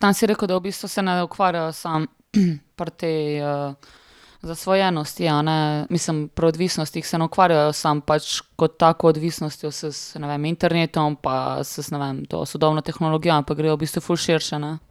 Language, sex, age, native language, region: Slovenian, female, 30-49, Slovenian, Primorsko-notranjska region